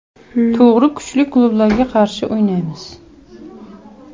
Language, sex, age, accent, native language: Uzbek, female, 12-17, Jizzax, Uzbek